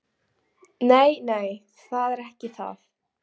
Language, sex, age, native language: Icelandic, female, 12, Icelandic